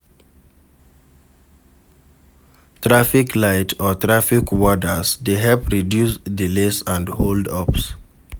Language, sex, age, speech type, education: Nigerian Pidgin, male, 46-60, read, secondary